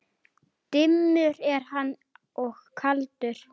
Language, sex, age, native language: Icelandic, male, 9, Icelandic